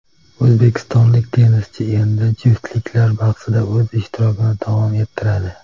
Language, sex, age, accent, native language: Uzbek, male, 19-29, Toshkent viloyati, Uzbek